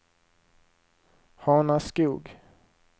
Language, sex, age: Swedish, male, 23